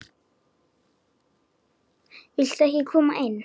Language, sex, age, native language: Icelandic, female, 9, Icelandic